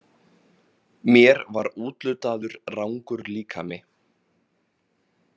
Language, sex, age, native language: Icelandic, male, 30-39, Icelandic